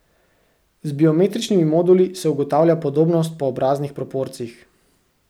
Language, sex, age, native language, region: Slovenian, male, 18-29, Slovenian, Central Slovenia